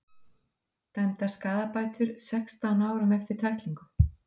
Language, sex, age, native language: Icelandic, female, 50-59, Icelandic